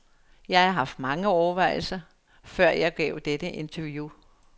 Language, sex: Danish, female